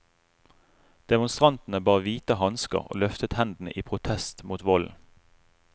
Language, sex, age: Norwegian, male, 35